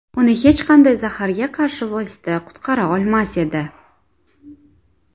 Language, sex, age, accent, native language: Uzbek, female, 19-29, Samarqand, Uzbek